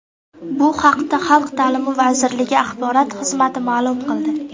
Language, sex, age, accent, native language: Uzbek, female, under 19, Namangan, Uzbek